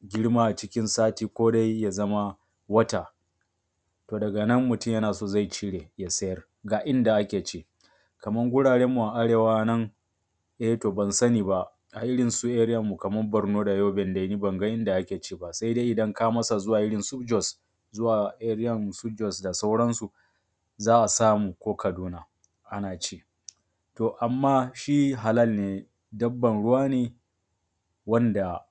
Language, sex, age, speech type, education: Hausa, male, 30-45, spontaneous, tertiary